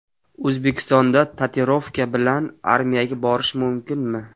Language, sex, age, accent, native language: Uzbek, male, 25-34, Qashqadaryo, Uzbek